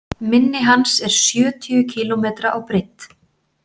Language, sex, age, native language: Icelandic, female, 40-49, Icelandic